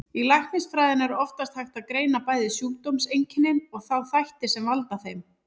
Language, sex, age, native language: Icelandic, female, 30-39, Icelandic